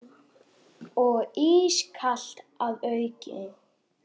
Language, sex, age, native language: Icelandic, male, 10, Icelandic